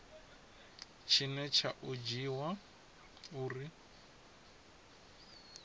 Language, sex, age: Venda, male, 20